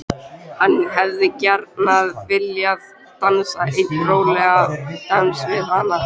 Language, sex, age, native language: Icelandic, male, 12, Icelandic